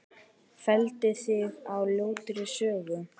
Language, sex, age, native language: Icelandic, male, 10, Icelandic